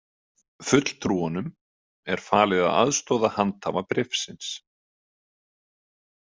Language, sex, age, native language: Icelandic, male, 30-39, Icelandic